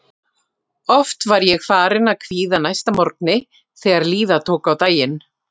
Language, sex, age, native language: Icelandic, female, 40-49, Icelandic